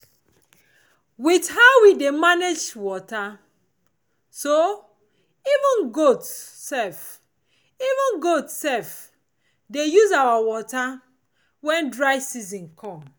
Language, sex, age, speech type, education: Nigerian Pidgin, female, 30-45, spontaneous, tertiary